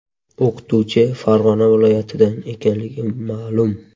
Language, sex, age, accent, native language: Uzbek, male, 12-17, Surxondaryo, Uzbek